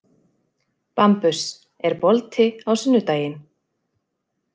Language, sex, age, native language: Icelandic, female, 30-39, Icelandic